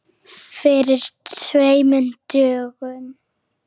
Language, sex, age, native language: Icelandic, female, 7, Icelandic